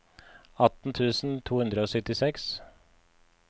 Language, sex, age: Norwegian, male, 53